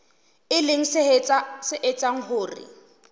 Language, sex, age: Southern Sotho, female, 23